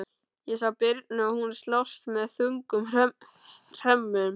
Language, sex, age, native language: Icelandic, male, 12, Icelandic